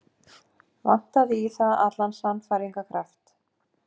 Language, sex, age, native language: Icelandic, female, 50-59, Icelandic